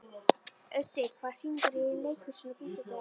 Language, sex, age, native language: Icelandic, female, 11, Icelandic